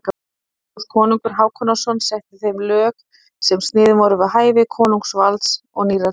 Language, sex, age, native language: Icelandic, female, 30-39, Icelandic